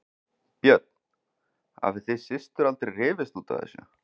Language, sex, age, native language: Icelandic, male, 40-49, Icelandic